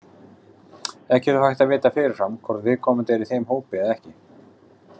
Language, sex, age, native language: Icelandic, male, 40-49, Icelandic